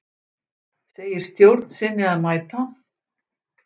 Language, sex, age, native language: Icelandic, female, 60-69, Icelandic